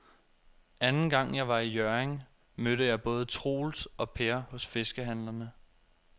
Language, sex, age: Danish, male, 24